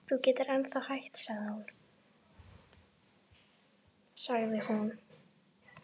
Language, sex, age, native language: Icelandic, female, 11, Icelandic